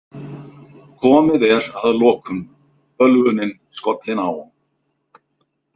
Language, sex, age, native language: Icelandic, male, 50-59, Icelandic